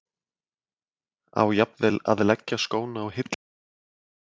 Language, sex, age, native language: Icelandic, male, 40-49, Icelandic